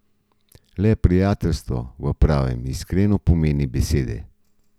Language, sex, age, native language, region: Slovenian, male, 50-59, Slovenian, Gorenjska region